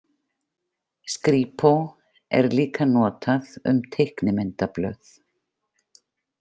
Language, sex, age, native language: Icelandic, female, 50-59, Icelandic